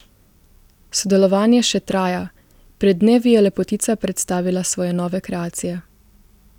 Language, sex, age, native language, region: Slovenian, female, 18-29, Slovenian, Gorica region